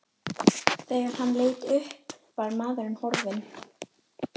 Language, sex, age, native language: Icelandic, female, 11, Icelandic